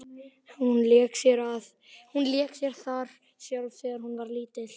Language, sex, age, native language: Icelandic, male, 11, Icelandic